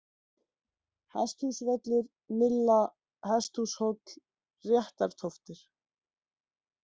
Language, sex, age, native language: Icelandic, female, 40-49, Icelandic